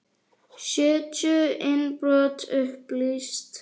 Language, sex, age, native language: Icelandic, female, 40-49, Icelandic